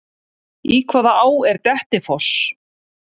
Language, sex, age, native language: Icelandic, female, 30-39, Icelandic